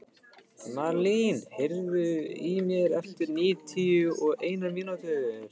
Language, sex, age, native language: Icelandic, male, 15, Icelandic